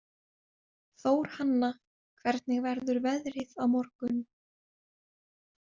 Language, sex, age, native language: Icelandic, female, 20-29, Icelandic